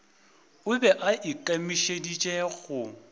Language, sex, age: Northern Sotho, male, 24